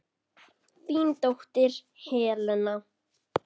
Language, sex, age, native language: Icelandic, female, 10, Icelandic